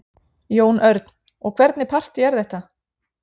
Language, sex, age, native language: Icelandic, female, 40-49, Icelandic